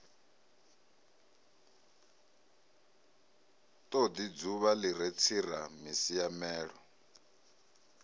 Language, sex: Venda, male